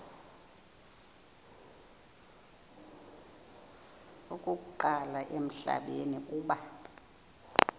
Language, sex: Xhosa, female